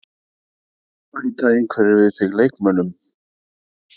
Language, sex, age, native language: Icelandic, male, 40-49, Icelandic